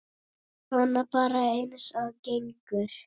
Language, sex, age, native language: Icelandic, female, 9, Icelandic